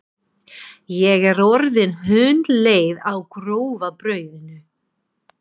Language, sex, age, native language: Icelandic, female, 40-49, English